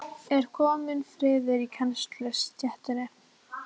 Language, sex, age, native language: Icelandic, female, 14, Icelandic